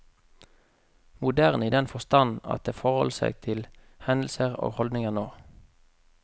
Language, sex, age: Norwegian, male, 33